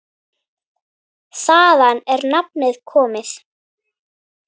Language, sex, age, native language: Icelandic, female, 9, Icelandic